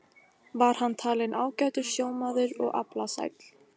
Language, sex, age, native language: Icelandic, female, 18-19, Icelandic